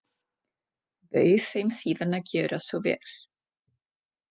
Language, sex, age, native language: Icelandic, female, 40-49, Czech